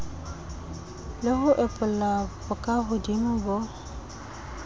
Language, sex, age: Southern Sotho, female, 22